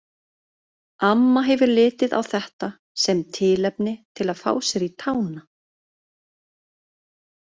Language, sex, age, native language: Icelandic, female, 30-39, Icelandic